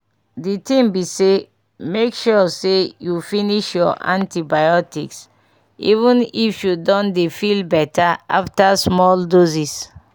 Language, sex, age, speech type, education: Nigerian Pidgin, female, 30-45, spontaneous, tertiary